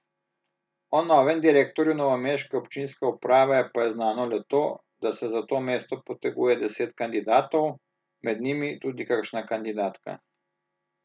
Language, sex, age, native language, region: Slovenian, male, 30-49, Slovenian, Southeast Slovenia